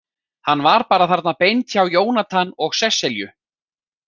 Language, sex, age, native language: Icelandic, male, 40-49, Icelandic